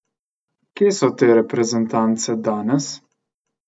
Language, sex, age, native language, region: Slovenian, male, 18-29, Slovenian, Central Slovenia